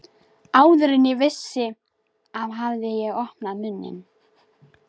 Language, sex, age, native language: Icelandic, female, 13, Icelandic